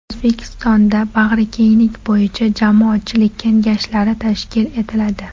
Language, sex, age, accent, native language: Uzbek, female, 18-24, Toshkent shahri, Uzbek